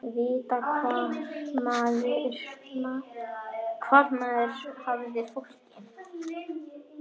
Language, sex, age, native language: Icelandic, male, 10, Icelandic